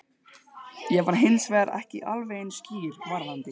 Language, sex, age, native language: Icelandic, male, 12, Icelandic